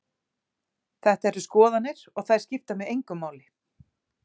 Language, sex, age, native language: Icelandic, female, 40-49, Icelandic